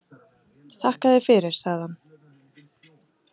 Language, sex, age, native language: Icelandic, female, 30-39, Icelandic